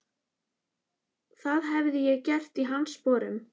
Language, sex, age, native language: Icelandic, female, 11, Icelandic